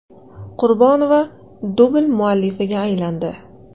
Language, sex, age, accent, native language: Uzbek, female, 19-29, Qashqadaryo, Uzbek